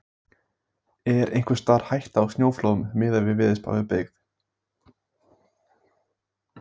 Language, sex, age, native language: Icelandic, male, 18-19, Icelandic